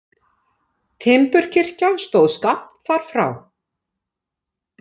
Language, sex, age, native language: Icelandic, female, 60-69, Icelandic